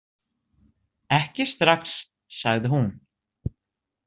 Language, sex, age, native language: Icelandic, female, 60-69, Icelandic